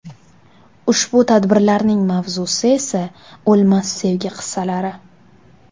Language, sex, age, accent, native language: Uzbek, female, 19-29, Farg'ona, Uzbek